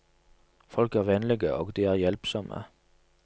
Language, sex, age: Norwegian, male, 27